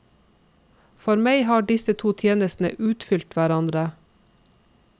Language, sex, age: Norwegian, female, 46